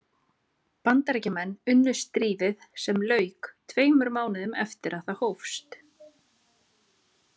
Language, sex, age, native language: Icelandic, female, 30-39, Icelandic